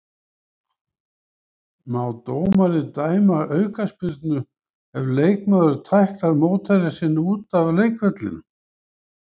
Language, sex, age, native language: Icelandic, male, 70-79, Icelandic